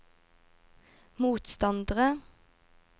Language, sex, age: Norwegian, female, 24